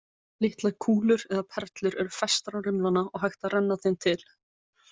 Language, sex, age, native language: Icelandic, female, 20-29, Icelandic